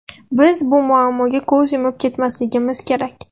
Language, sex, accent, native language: Uzbek, female, Surxondaryo, Russian